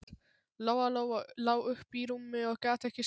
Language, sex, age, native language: Icelandic, male, 12, Polish